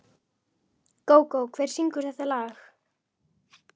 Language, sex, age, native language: Icelandic, female, 11, Icelandic